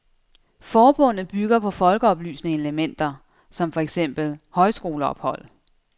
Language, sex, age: Danish, female, 32